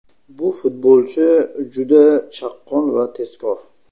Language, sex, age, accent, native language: Uzbek, male, 25-34, Sirdaryo, Uzbek